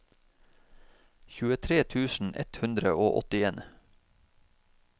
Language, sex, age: Norwegian, male, 31